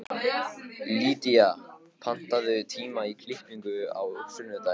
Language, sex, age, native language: Icelandic, male, 15, Icelandic